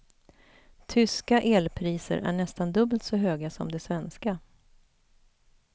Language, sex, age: Swedish, female, 41